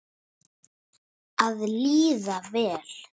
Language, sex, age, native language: Icelandic, male, 10, Icelandic